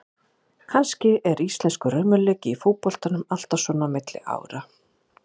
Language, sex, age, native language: Icelandic, female, 40-49, Icelandic